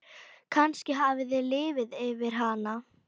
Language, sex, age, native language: Icelandic, female, 10, Icelandic